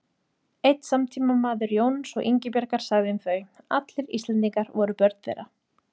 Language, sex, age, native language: Icelandic, female, 30-39, Icelandic